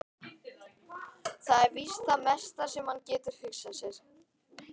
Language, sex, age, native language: Icelandic, male, 11, Icelandic